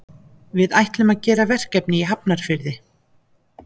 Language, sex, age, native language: Icelandic, female, 50-59, Icelandic